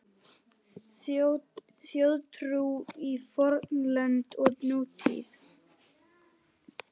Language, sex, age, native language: Icelandic, male, 10, Icelandic